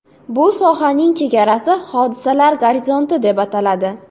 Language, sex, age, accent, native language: Uzbek, female, 18-24, Jizzax, Uzbek